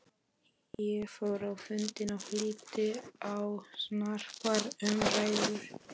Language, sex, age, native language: Icelandic, male, 11, Polish